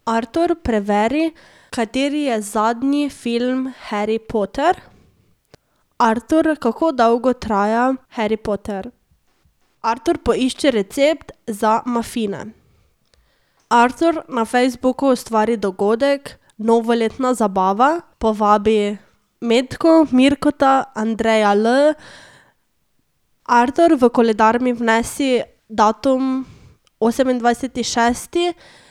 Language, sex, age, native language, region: Slovenian, female, 18-29, Slovenian, Drava region